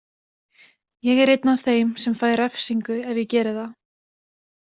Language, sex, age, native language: Icelandic, female, 20-29, Icelandic